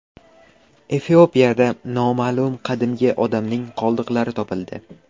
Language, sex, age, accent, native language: Uzbek, male, 12-17, Qashqadaryo, Uzbek